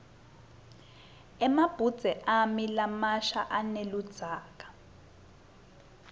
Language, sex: Swati, female